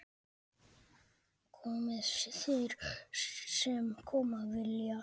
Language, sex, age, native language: Icelandic, female, 7, Icelandic